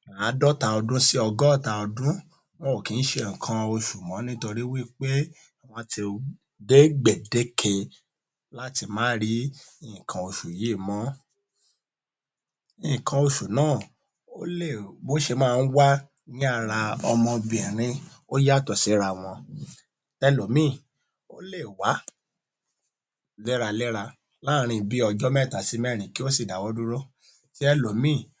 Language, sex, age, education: Yoruba, male, 30-45, tertiary